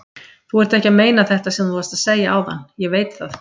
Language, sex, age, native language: Icelandic, female, 50-59, Icelandic